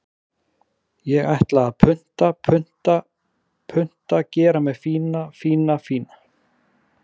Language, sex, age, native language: Icelandic, male, 40-49, Icelandic